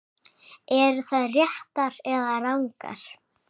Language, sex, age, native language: Icelandic, female, 7, Icelandic